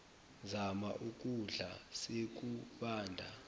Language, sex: Zulu, male